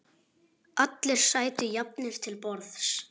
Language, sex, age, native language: Icelandic, male, 9, Icelandic